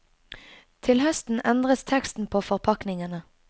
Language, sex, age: Norwegian, female, 22